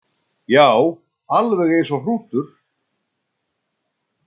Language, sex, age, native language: Icelandic, male, 60-69, Icelandic